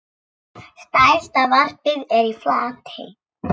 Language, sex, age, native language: Icelandic, female, 6, Icelandic